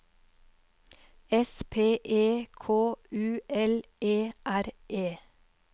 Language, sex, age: Norwegian, female, 39